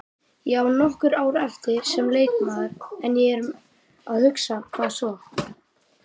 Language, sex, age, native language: Icelandic, male, 30-39, Icelandic